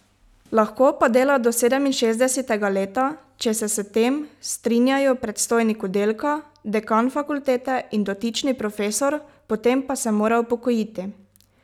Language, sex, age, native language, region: Slovenian, female, 18-29, Slovenian, Pomurje region